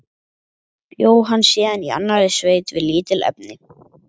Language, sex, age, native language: Icelandic, male, 11, Icelandic